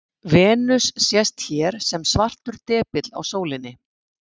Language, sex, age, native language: Icelandic, female, 50-59, Icelandic